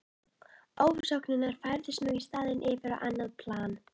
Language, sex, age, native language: Icelandic, female, 11, Icelandic